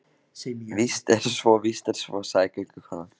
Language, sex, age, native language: Icelandic, male, 15, Icelandic